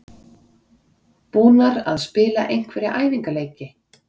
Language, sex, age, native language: Icelandic, female, 40-49, Icelandic